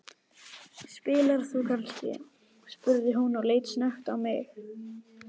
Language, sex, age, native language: Icelandic, male, 12, Icelandic